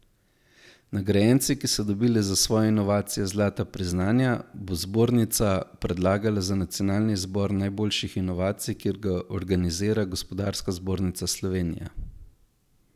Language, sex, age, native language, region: Slovenian, male, 18-29, Slovenian, Zasavska region